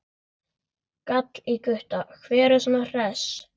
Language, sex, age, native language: Icelandic, male, 11, Icelandic